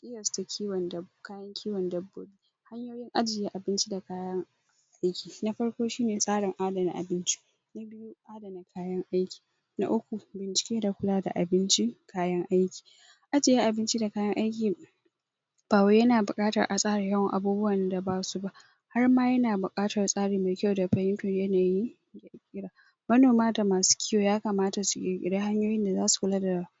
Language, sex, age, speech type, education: Hausa, female, 46-60, spontaneous, secondary